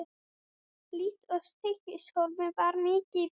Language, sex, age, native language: Icelandic, female, 20-29, Icelandic